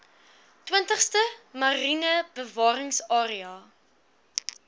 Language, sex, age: Afrikaans, female, 21